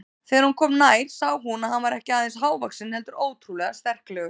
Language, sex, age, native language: Icelandic, female, 30-39, Icelandic